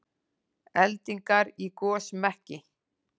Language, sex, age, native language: Icelandic, female, 40-49, Icelandic